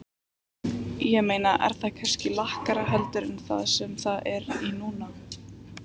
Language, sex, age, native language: Icelandic, female, 18-19, Icelandic